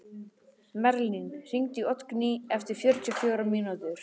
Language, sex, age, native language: Icelandic, male, 11, Icelandic